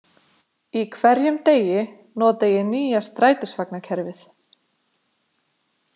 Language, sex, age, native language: Icelandic, female, 20-29, Icelandic